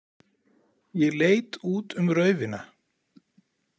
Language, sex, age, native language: Icelandic, male, 40-49, Icelandic